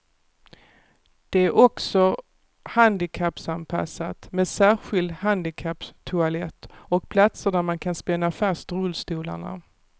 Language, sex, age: Swedish, female, 48